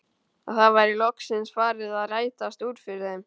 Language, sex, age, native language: Icelandic, male, 12, Icelandic